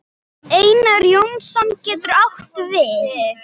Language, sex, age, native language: Icelandic, female, 10, Icelandic